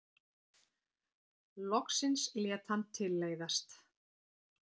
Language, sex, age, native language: Icelandic, female, 50-59, Icelandic